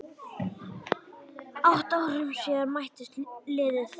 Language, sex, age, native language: Icelandic, male, 10, Icelandic